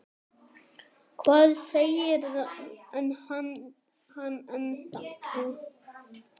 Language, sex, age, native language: Icelandic, male, 9, Icelandic